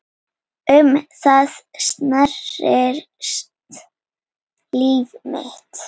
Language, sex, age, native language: Icelandic, female, 8, Icelandic